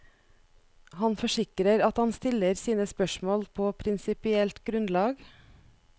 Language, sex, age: Norwegian, female, 41